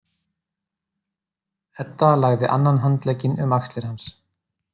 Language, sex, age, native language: Icelandic, male, 30-39, Icelandic